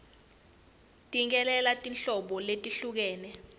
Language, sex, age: Swati, female, 19